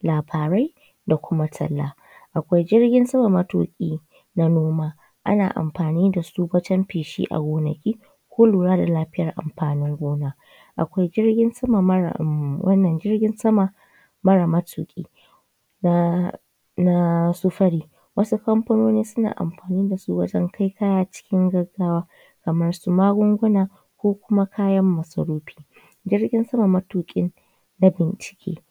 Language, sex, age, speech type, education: Hausa, female, 15-29, spontaneous, tertiary